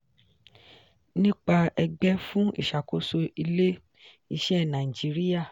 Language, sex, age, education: Yoruba, female, 15-29, tertiary